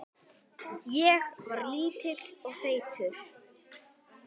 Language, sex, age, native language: Icelandic, male, 10, Icelandic